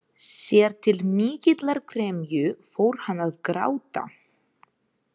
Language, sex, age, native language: Icelandic, female, 30-39, Ukrainian